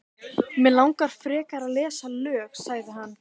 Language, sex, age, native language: Icelandic, female, 12, Icelandic